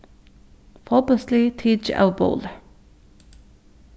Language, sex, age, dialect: Faroese, female, 15-35, Suðurstreymoy